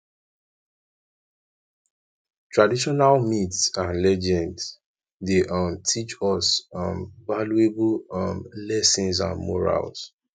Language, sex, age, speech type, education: Nigerian Pidgin, male, 15-29, spontaneous, tertiary